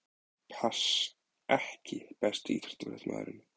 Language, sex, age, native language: Icelandic, male, 20-29, Icelandic